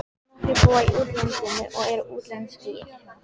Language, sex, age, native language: Icelandic, female, 14, Icelandic